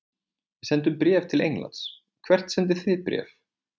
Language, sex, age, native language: Icelandic, male, 20-29, Icelandic